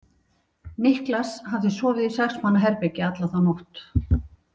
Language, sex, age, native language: Icelandic, female, 60-69, Icelandic